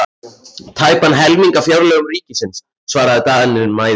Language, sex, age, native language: Icelandic, male, 14, Icelandic